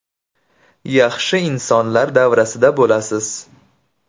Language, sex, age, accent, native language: Uzbek, male, 25-34, Andijon, Uzbek